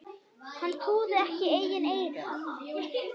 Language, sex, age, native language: Icelandic, male, 8, Icelandic